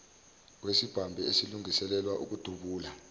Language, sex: Zulu, male